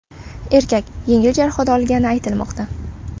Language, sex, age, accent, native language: Uzbek, female, 12-17, Samarqand, Uzbek